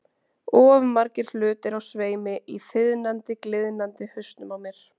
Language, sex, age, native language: Icelandic, female, 20-29, Icelandic